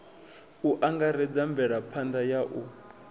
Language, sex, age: Venda, male, 21